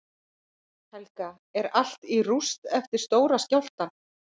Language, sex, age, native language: Icelandic, female, 50-59, Icelandic